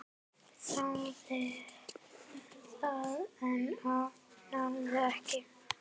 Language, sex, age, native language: Icelandic, female, 9, Icelandic